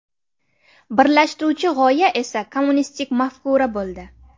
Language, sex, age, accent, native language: Uzbek, female, 18-24, Navoiy, Uzbek